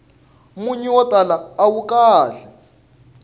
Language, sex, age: Tsonga, male, 19